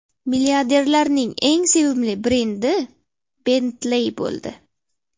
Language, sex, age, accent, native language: Uzbek, female, 12-17, Namangan, Uzbek